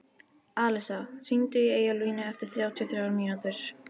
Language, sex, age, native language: Icelandic, female, 13, Icelandic